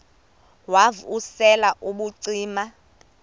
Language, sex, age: Xhosa, female, 24